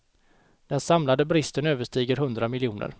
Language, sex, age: Swedish, male, 29